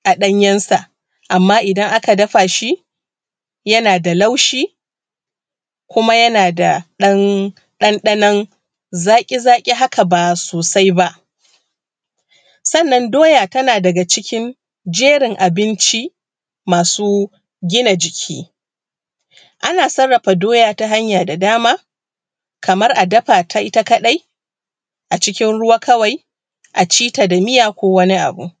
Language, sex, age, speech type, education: Hausa, female, 30-45, spontaneous, primary